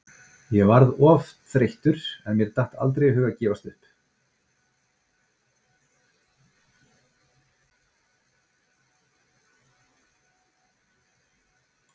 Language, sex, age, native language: Icelandic, male, 40-49, Icelandic